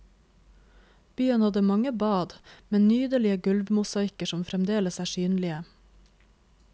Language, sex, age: Norwegian, female, 26